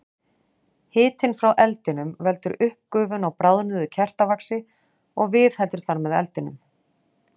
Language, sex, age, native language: Icelandic, female, 40-49, Icelandic